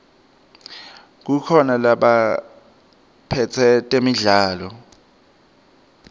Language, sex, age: Swati, male, 23